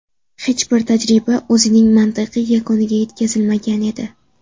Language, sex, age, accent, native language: Uzbek, female, under 19, Samarqand, Uzbek